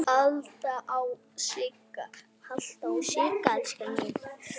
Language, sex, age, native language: Icelandic, male, 7, Icelandic